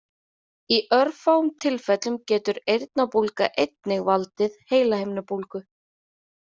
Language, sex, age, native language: Icelandic, female, 30-39, Icelandic